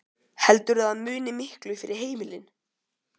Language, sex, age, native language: Icelandic, male, 12, Icelandic